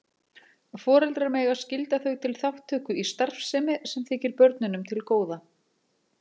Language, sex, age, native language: Icelandic, female, 40-49, Icelandic